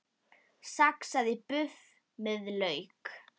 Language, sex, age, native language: Icelandic, female, 10, Icelandic